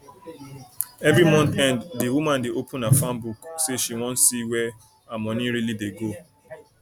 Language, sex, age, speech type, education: Nigerian Pidgin, male, 30-45, spontaneous, tertiary